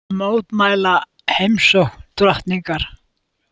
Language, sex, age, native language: Icelandic, female, 80-89, Icelandic